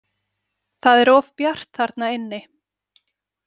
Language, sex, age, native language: Icelandic, female, 40-49, Icelandic